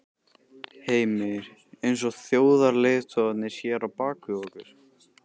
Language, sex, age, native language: Icelandic, male, 13, Icelandic